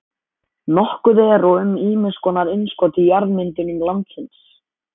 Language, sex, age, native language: Icelandic, male, 14, Icelandic